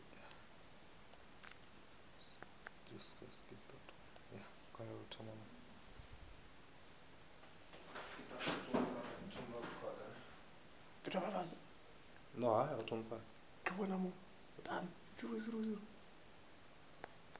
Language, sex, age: Northern Sotho, male, 25